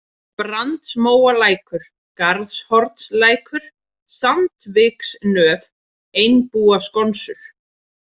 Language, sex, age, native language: Icelandic, female, 30-39, Icelandic